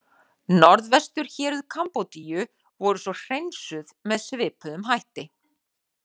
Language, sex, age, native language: Icelandic, female, 40-49, Icelandic